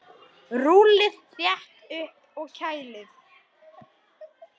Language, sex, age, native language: Icelandic, male, 10, Icelandic